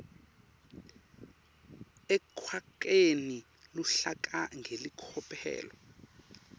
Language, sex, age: Swati, male, 19